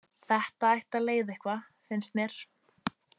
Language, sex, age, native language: Icelandic, female, 18-19, Icelandic